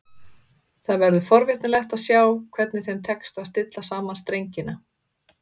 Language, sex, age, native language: Icelandic, female, 30-39, Icelandic